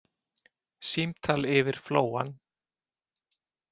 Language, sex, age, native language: Icelandic, male, 40-49, Icelandic